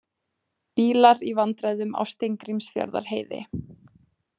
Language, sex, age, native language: Icelandic, female, 20-29, Icelandic